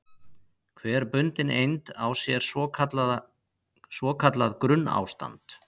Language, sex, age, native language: Icelandic, male, 50-59, Icelandic